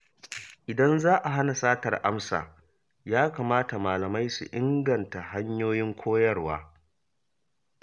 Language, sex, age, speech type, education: Hausa, male, 30-45, read, primary